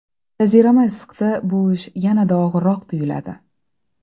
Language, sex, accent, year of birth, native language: Uzbek, female, Toshkent shahri, 1994, Uzbek